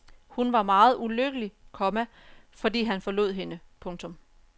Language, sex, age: Danish, female, 34